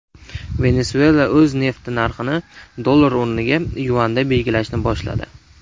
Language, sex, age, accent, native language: Uzbek, male, 19-29, Namangan, Uzbek